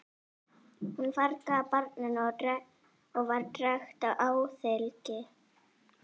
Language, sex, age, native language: Icelandic, female, 40-49, Icelandic